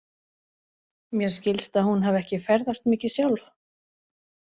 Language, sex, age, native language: Icelandic, female, 40-49, Icelandic